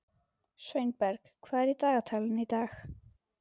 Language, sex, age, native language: Icelandic, female, 12, Icelandic